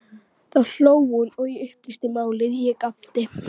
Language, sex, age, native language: Icelandic, female, 12, Icelandic